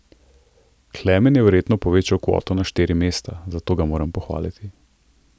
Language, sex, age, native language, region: Slovenian, male, 30-49, Slovenian, Central Slovenia